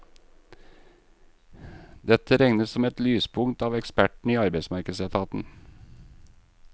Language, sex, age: Norwegian, male, 38